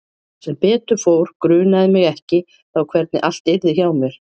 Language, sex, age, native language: Icelandic, female, 40-49, Icelandic